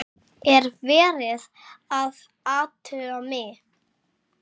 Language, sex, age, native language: Icelandic, female, 8, Icelandic